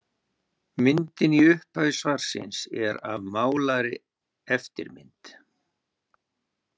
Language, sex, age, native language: Icelandic, male, 60-69, Icelandic